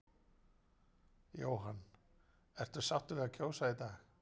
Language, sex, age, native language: Icelandic, male, 40-49, Icelandic